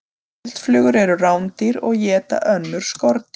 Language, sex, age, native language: Icelandic, female, 30-39, Icelandic